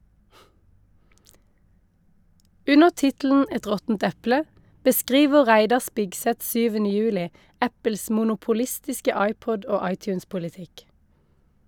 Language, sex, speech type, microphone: Norwegian, female, read, Shure